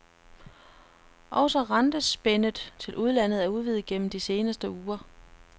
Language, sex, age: Danish, female, 33